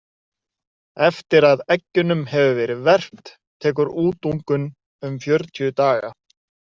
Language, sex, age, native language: Icelandic, male, 30-39, Icelandic